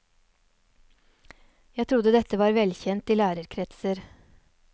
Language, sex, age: Norwegian, female, 39